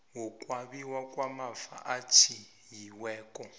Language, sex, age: South Ndebele, male, 20